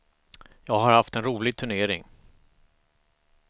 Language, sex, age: Swedish, male, 45